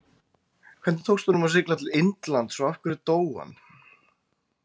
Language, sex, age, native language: Icelandic, male, 20-29, Icelandic